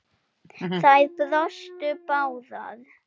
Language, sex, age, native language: Icelandic, female, 7, Icelandic